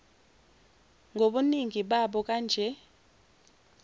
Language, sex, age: Zulu, female, 17